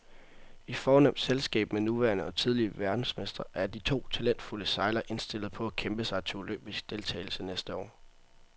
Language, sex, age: Danish, male, 18